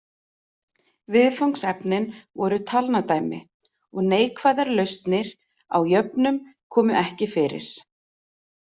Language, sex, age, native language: Icelandic, female, 40-49, Icelandic